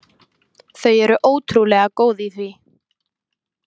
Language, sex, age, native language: Icelandic, female, 20-29, Icelandic